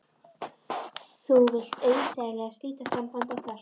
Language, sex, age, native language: Icelandic, female, 13, Icelandic